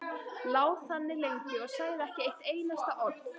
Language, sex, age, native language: Icelandic, female, 14, Icelandic